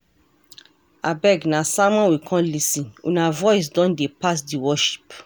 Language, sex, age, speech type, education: Nigerian Pidgin, female, 46-60, read, tertiary